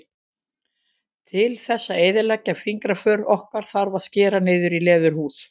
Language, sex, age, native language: Icelandic, female, 50-59, Icelandic